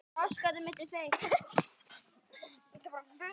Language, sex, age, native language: Icelandic, male, 10, Icelandic